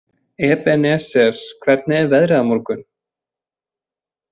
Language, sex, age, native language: Icelandic, male, 20-29, Icelandic